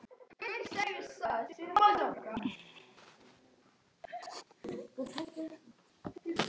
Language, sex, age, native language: Icelandic, male, 11, Icelandic